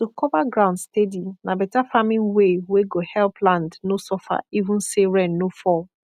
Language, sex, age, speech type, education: Nigerian Pidgin, female, 15-29, spontaneous, tertiary